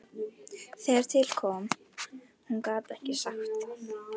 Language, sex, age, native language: Icelandic, female, 12, Icelandic